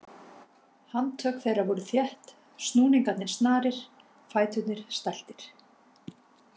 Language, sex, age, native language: Icelandic, female, 50-59, Icelandic